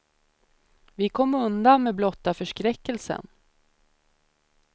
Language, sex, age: Swedish, female, 30